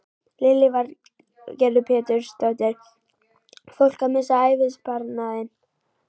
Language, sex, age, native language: Icelandic, female, 11, Icelandic